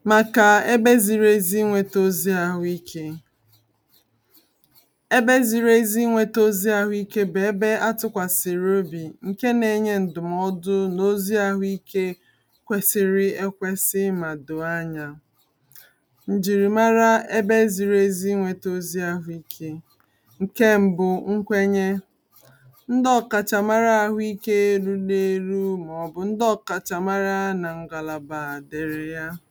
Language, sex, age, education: Igbo, female, 30-45, tertiary